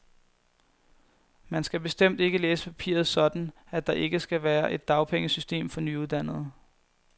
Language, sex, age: Danish, male, 21